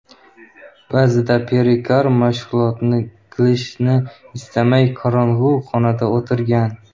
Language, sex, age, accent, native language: Uzbek, male, under 19, Xorazm, Uzbek